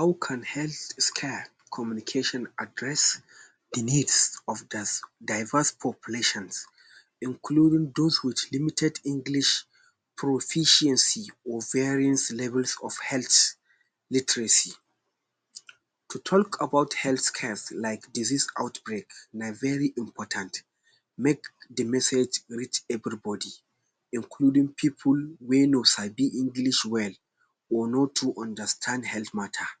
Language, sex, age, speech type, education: Nigerian Pidgin, male, 15-29, spontaneous, tertiary